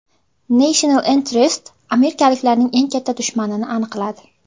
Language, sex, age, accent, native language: Uzbek, female, 18-24, Qashqadaryo, Uzbek